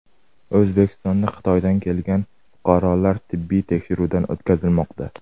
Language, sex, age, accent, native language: Uzbek, male, 18-24, Jizzax, Uzbek